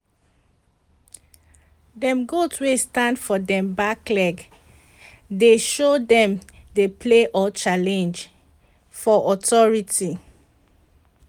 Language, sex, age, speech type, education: Nigerian Pidgin, female, 30-45, spontaneous, tertiary